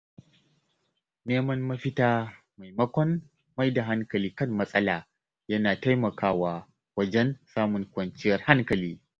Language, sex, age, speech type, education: Hausa, male, 30-45, spontaneous, tertiary